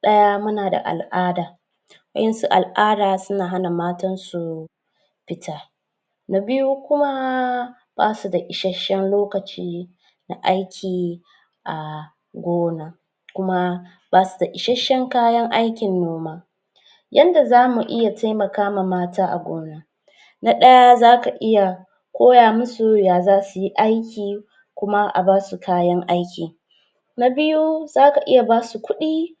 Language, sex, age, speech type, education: Hausa, female, 15-29, spontaneous, tertiary